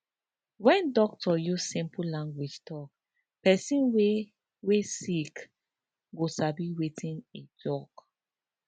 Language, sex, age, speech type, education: Nigerian Pidgin, female, 15-29, spontaneous, tertiary